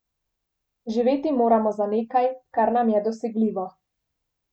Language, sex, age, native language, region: Slovenian, female, 18-29, Slovenian, Central Slovenia